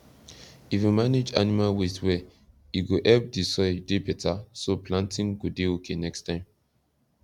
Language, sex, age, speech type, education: Nigerian Pidgin, male, 15-29, spontaneous, secondary